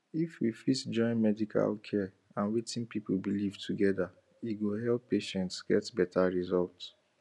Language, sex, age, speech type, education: Nigerian Pidgin, male, 15-29, spontaneous, tertiary